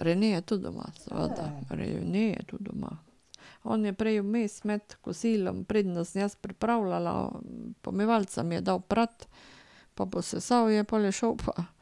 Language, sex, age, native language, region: Slovenian, female, 50-59, Slovenian, Carinthia region